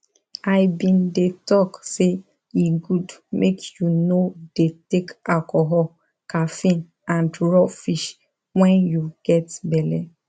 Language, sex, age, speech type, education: Nigerian Pidgin, female, 15-29, spontaneous, tertiary